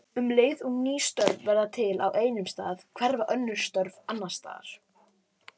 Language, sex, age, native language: Icelandic, male, 18-19, Icelandic